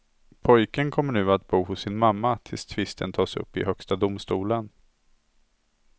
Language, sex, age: Swedish, male, 27